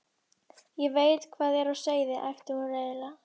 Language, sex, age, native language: Icelandic, female, 11, Icelandic